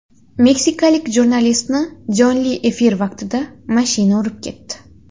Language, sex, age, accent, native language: Uzbek, female, 19-29, Xorazm, Uzbek